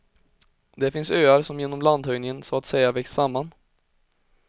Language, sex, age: Swedish, male, 20